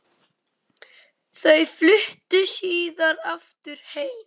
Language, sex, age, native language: Icelandic, male, 10, Icelandic